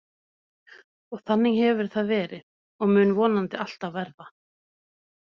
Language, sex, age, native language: Icelandic, female, 30-39, Norwegian